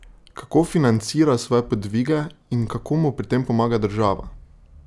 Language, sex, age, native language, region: Slovenian, male, 18-29, Slovenian, Drava region